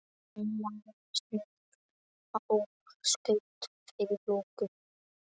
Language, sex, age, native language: Icelandic, male, 12, Icelandic